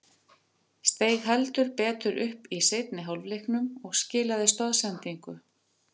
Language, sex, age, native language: Icelandic, female, 50-59, Icelandic